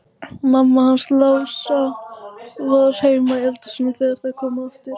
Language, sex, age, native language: Icelandic, female, 18-19, Icelandic